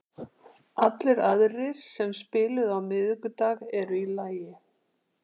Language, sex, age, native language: Icelandic, female, 60-69, Icelandic